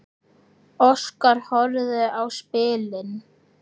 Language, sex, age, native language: Icelandic, male, 10, Icelandic